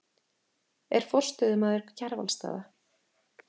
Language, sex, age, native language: Icelandic, female, 30-39, Icelandic